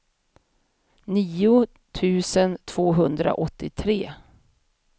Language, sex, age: Swedish, female, 50